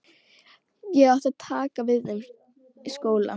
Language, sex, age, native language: Icelandic, female, 12, Icelandic